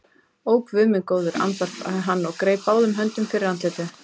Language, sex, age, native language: Icelandic, female, 30-39, Icelandic